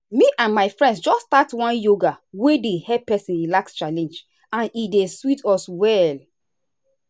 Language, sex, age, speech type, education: Nigerian Pidgin, female, 30-45, spontaneous, tertiary